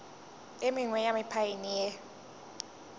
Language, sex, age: Northern Sotho, female, 20